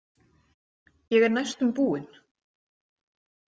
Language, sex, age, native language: Icelandic, female, 40-49, Icelandic